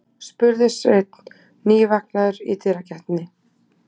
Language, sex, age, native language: Icelandic, female, 20-29, Icelandic